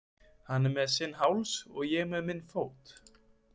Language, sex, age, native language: Icelandic, male, 20-29, Icelandic